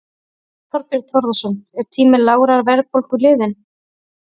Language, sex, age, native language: Icelandic, female, 30-39, Icelandic